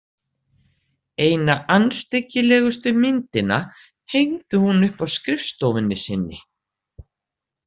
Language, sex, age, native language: Icelandic, female, 60-69, Icelandic